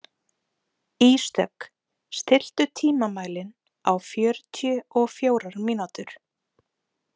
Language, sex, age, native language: Icelandic, female, 20-29, Icelandic